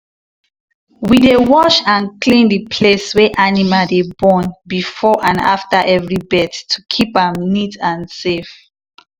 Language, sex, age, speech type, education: Nigerian Pidgin, female, 15-29, spontaneous, tertiary